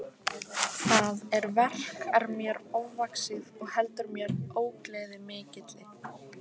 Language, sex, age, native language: Icelandic, female, 15, Icelandic